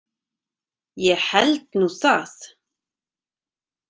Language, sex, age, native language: Icelandic, female, 30-39, Icelandic